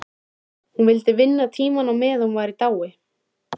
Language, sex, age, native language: Icelandic, female, 13, Icelandic